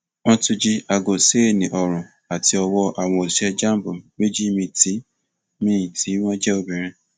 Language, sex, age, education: Yoruba, male, 15-29, tertiary